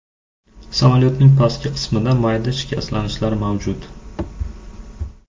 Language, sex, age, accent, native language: Uzbek, male, 18-24, Andijon, Uzbek